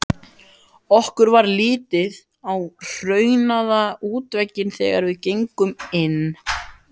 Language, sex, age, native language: Icelandic, female, 14, Icelandic